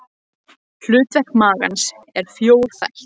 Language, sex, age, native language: Icelandic, other, 18-19, Icelandic